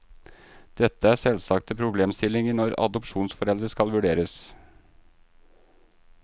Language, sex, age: Norwegian, male, 38